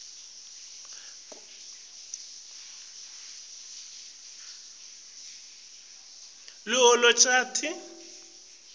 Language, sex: Swati, male